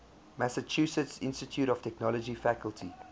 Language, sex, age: English, male, 24